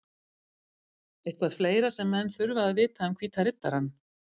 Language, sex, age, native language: Icelandic, female, 50-59, Icelandic